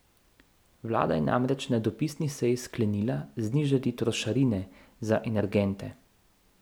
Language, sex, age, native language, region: Slovenian, male, 30-49, Slovenian, Central Slovenia